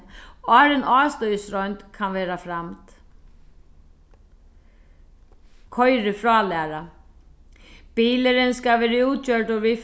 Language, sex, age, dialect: Faroese, female, 36-60, Sandoy